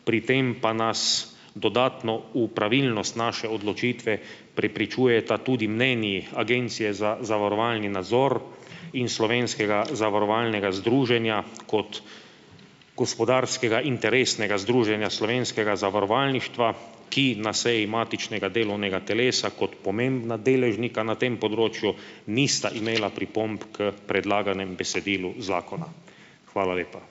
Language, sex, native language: Slovenian, male, Slovenian